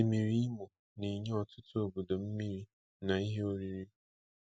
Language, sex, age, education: Igbo, male, 15-29, tertiary